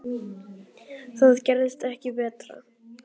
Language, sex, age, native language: Icelandic, male, 10, Icelandic